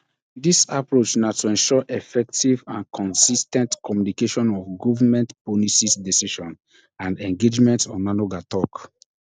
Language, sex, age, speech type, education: Nigerian Pidgin, male, 15-29, spontaneous, tertiary